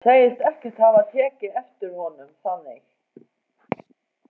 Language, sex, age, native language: Icelandic, female, 40-49, Faroese